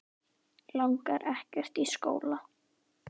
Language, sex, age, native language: Icelandic, female, 10, Icelandic